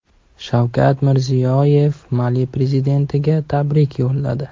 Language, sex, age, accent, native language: Uzbek, male, 18-24, Toshkent shahri, Uzbek